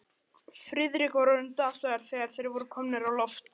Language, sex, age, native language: Icelandic, male, 12, Icelandic